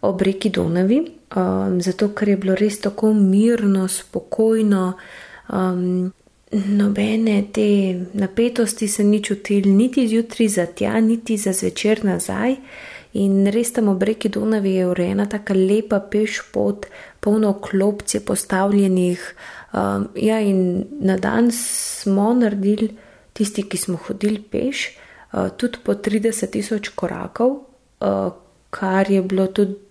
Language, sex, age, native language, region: Slovenian, female, 18-29, Slovenian, Gorenjska region